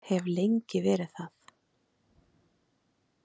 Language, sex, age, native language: Icelandic, female, 30-39, Icelandic